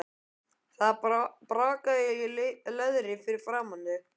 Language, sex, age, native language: Icelandic, male, 12, Icelandic